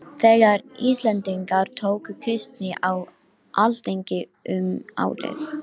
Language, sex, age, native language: Icelandic, female, 12, Icelandic